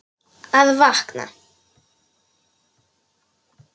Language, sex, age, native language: Icelandic, male, 9, Polish